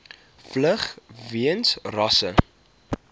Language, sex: Afrikaans, male